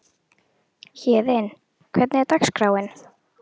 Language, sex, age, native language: Icelandic, other, 12, Icelandic